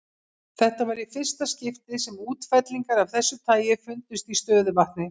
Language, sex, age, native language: Icelandic, female, 50-59, Icelandic